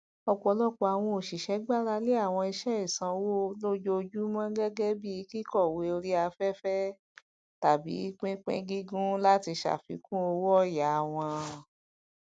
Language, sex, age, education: Yoruba, female, 46-60, tertiary